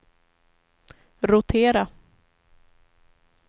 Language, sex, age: Swedish, female, 25